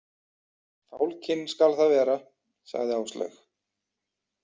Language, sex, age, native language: Icelandic, male, 40-49, Icelandic